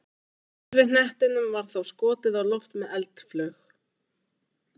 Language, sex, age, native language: Icelandic, female, 20-29, Icelandic